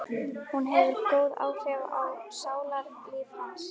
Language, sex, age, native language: Icelandic, female, 12, Icelandic